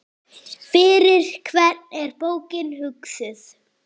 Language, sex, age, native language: Icelandic, female, 8, Icelandic